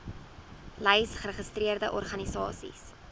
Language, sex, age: Afrikaans, female, 19